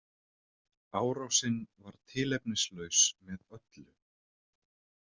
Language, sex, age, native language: Icelandic, male, 30-39, Icelandic